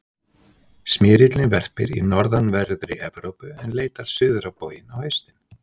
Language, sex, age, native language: Icelandic, male, 60-69, Icelandic